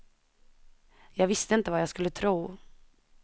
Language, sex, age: Swedish, female, 21